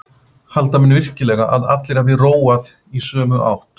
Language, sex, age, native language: Icelandic, male, 50-59, Icelandic